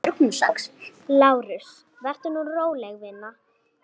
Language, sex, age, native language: Icelandic, female, 8, Icelandic